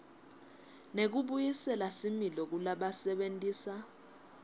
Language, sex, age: Swati, female, 21